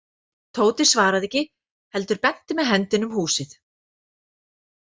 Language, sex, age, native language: Icelandic, female, 40-49, Icelandic